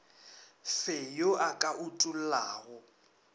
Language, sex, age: Northern Sotho, male, 24